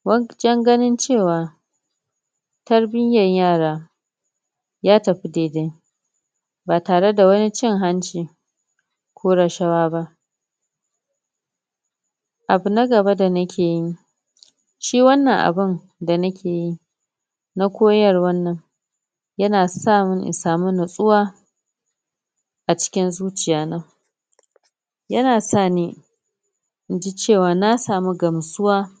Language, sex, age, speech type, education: Hausa, female, 30-45, spontaneous, tertiary